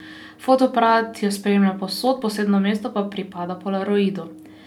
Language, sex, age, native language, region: Slovenian, female, 18-29, Slovenian, Posavska region